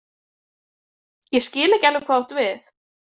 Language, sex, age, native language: Icelandic, female, 20-29, Icelandic